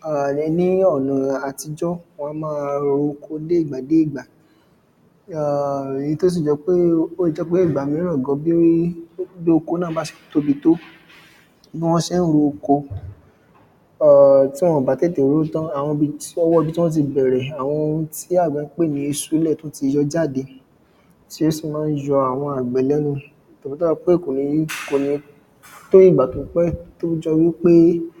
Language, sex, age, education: Yoruba, male, 15-29, secondary